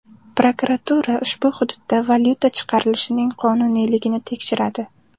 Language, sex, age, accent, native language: Uzbek, female, under 19, Toshkent viloyati, Uzbek